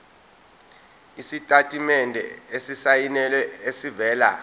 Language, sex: Zulu, male